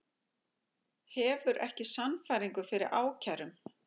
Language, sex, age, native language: Icelandic, female, 40-49, Icelandic